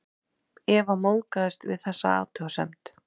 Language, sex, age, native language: Icelandic, female, 30-39, Icelandic